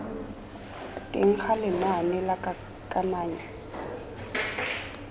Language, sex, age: Tswana, female, 21